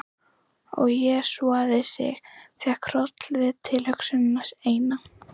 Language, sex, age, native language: Icelandic, female, 11, Icelandic